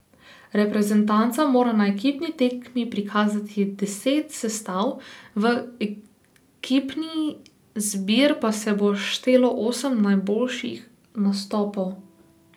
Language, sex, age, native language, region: Slovenian, female, 18-29, Slovenian, Posavska region